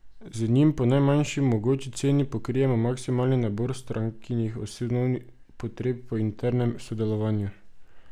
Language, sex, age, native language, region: Slovenian, male, 18-29, Slovenian, Drava region